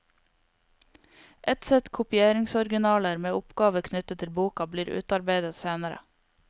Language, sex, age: Norwegian, female, 22